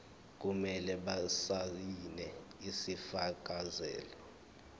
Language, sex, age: Zulu, male, 21